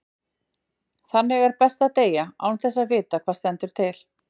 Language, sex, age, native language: Icelandic, female, 40-49, Icelandic